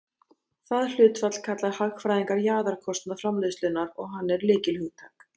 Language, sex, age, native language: Icelandic, female, 30-39, Icelandic